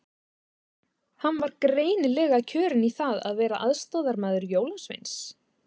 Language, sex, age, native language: Icelandic, female, 20-29, Icelandic